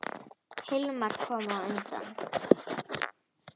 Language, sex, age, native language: Icelandic, female, 10, Icelandic